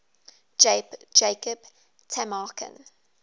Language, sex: English, female